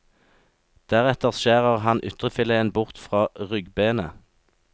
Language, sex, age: Norwegian, male, 36